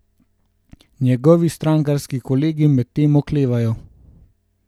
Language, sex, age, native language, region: Slovenian, male, 18-29, Slovenian, Gorenjska region